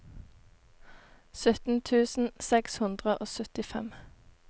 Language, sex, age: Norwegian, female, 18